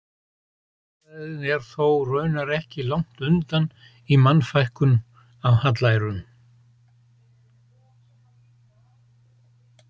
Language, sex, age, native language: Icelandic, male, 70-79, Icelandic